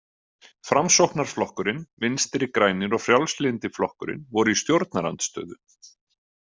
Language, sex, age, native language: Icelandic, male, 30-39, Icelandic